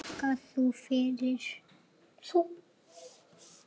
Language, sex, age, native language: Icelandic, male, 6, Icelandic